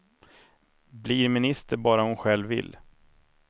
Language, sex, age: Swedish, male, 31